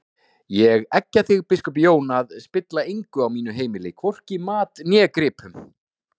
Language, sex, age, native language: Icelandic, male, 40-49, Icelandic